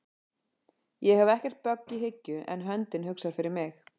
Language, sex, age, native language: Icelandic, female, 40-49, Icelandic